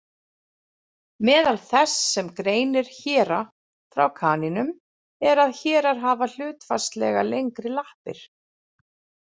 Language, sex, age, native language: Icelandic, female, 40-49, Icelandic